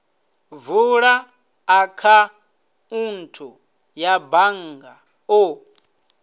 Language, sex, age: Venda, male, 26